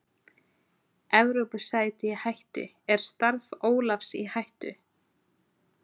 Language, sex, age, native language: Icelandic, female, 20-29, Icelandic